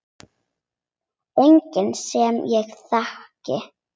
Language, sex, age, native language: Icelandic, other, 8, Icelandic